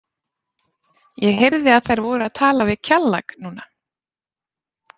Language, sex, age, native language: Icelandic, female, 30-39, Icelandic